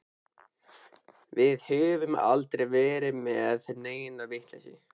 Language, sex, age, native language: Icelandic, male, 13, Icelandic